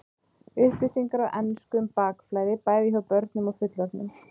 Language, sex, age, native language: Icelandic, female, 30-39, Icelandic